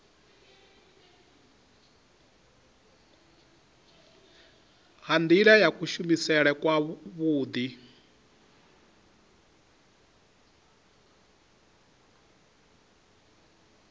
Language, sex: Venda, male